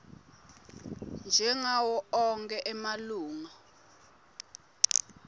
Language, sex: Swati, female